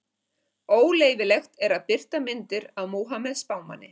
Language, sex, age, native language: Icelandic, female, 50-59, Icelandic